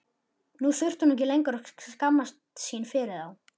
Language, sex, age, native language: Icelandic, male, 11, Icelandic